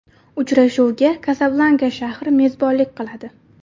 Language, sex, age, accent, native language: Uzbek, female, 19-29, Buxoro, Uzbek